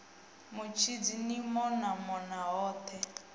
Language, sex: Venda, female